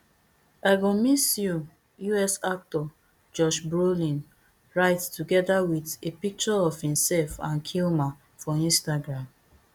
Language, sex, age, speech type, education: Nigerian Pidgin, female, 15-29, spontaneous, tertiary